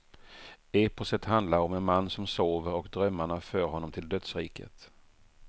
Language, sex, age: Swedish, male, 48